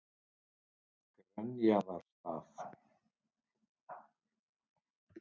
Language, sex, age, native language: Icelandic, male, 30-39, Icelandic